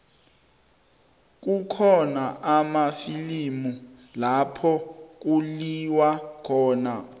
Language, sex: South Ndebele, male